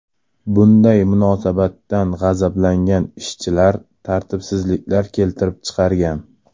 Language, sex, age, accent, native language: Uzbek, male, 18-24, Toshkent shahri, Uzbek